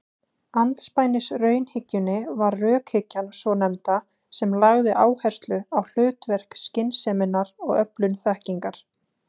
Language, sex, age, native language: Icelandic, female, 20-29, Icelandic